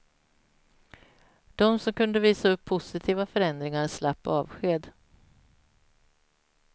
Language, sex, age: Swedish, female, 46